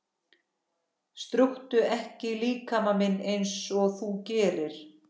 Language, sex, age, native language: Icelandic, female, 14, Icelandic